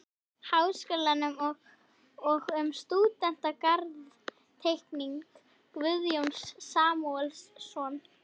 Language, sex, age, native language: Icelandic, female, 11, Icelandic